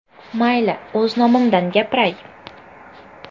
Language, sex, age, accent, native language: Uzbek, female, 12-17, Farg'ona, Uzbek